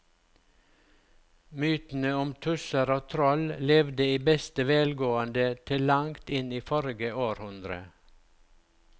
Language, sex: Norwegian, male